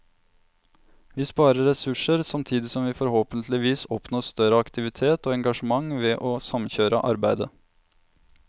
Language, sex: Norwegian, male